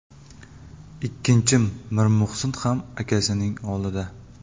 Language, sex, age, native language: Uzbek, male, 25-34, Uzbek